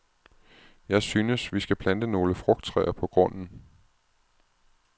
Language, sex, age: Danish, male, 36